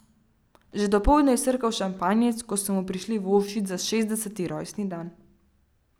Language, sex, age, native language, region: Slovenian, female, 12-17, Slovenian, Central Slovenia